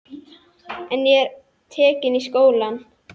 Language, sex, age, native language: Icelandic, female, 11, Icelandic